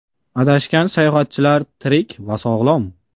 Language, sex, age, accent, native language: Uzbek, male, 18-24, Qashqadaryo, Uzbek